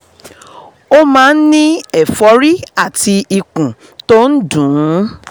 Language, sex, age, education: Yoruba, female, 30-45, tertiary